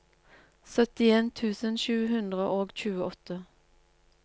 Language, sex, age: Norwegian, female, 47